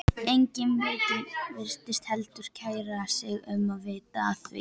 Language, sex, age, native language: Icelandic, female, 11, Icelandic